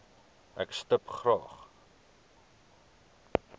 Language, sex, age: Afrikaans, male, 23